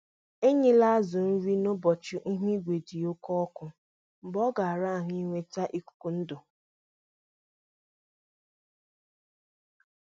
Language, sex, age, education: Igbo, female, 46-60, tertiary